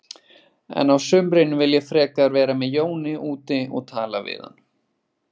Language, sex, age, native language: Icelandic, male, 20-29, Icelandic